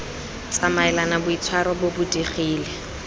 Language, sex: Tswana, female